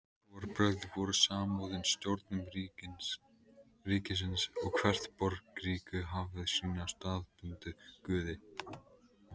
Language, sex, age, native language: Icelandic, male, 18-19, Icelandic